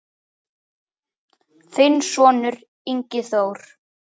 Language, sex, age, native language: Icelandic, male, 10, Icelandic